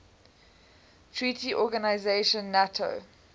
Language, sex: English, female